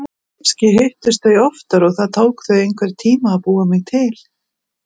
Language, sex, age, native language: Icelandic, female, 40-49, Icelandic